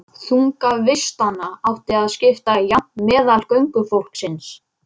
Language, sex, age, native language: Icelandic, male, 11, Icelandic